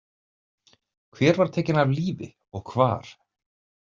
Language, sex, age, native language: Icelandic, male, 30-39, Icelandic